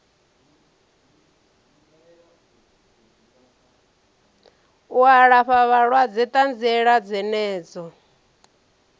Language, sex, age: Venda, female, 34